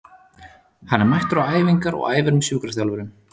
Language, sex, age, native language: Icelandic, male, 30-39, Icelandic